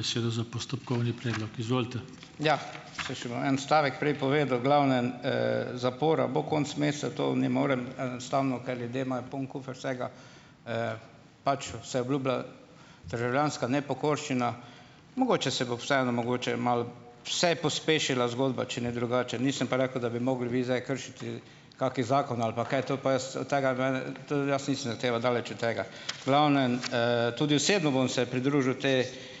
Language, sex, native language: Slovenian, male, Slovenian